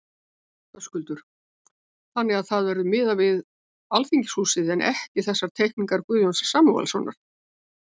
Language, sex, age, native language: Icelandic, female, 70-79, Icelandic